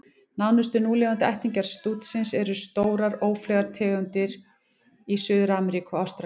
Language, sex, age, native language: Icelandic, female, 18-19, Icelandic